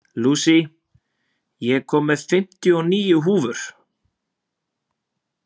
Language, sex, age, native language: Icelandic, male, 20-29, Icelandic